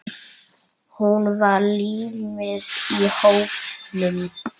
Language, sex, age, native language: Icelandic, female, 8, Icelandic